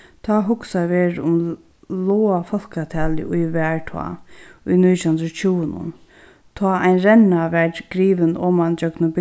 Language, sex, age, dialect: Faroese, female, 36-60, Sandoy